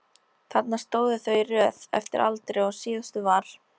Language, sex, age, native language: Icelandic, female, 13, Icelandic